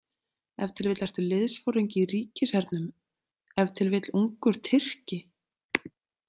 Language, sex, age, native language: Icelandic, female, 30-39, Icelandic